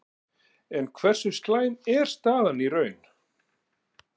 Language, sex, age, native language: Icelandic, male, 40-49, Icelandic